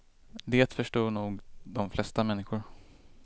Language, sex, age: Swedish, male, 25